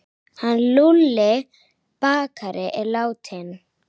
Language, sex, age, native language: Icelandic, female, 9, Icelandic